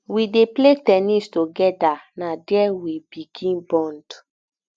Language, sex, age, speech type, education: Nigerian Pidgin, female, 15-29, spontaneous, tertiary